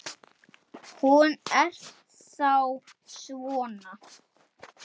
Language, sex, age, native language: Icelandic, male, 8, Icelandic